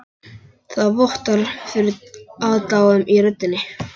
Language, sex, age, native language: Icelandic, male, 11, Icelandic